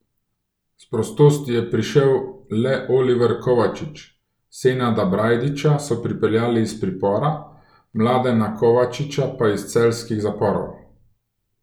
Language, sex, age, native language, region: Slovenian, male, 30-49, Slovenian, Gorenjska region